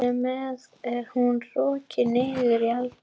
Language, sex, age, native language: Icelandic, female, 11, Icelandic